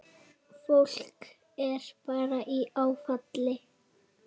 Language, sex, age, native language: Icelandic, female, 8, Icelandic